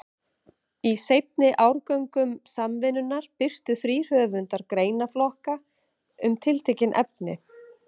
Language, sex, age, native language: Icelandic, female, 30-39, Icelandic